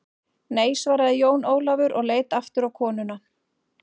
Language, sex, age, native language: Icelandic, female, 40-49, Icelandic